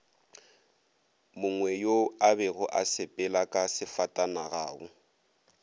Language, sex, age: Northern Sotho, male, 22